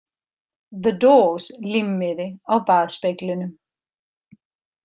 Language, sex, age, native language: Icelandic, female, 50-59, Icelandic